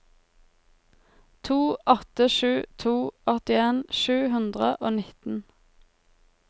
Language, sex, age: Norwegian, female, 23